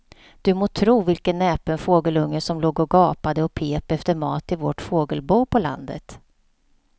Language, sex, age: Swedish, female, 48